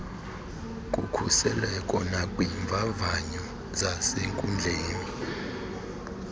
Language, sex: Xhosa, female